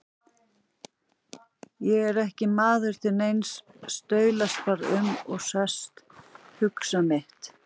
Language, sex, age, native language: Icelandic, female, 40-49, Icelandic